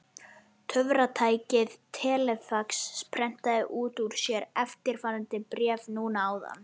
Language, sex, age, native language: Icelandic, male, 11, Icelandic